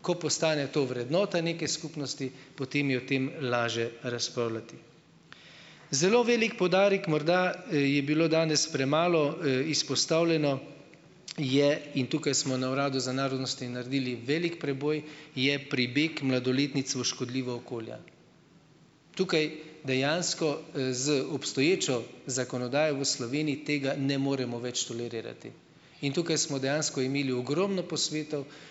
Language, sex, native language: Slovenian, male, Slovenian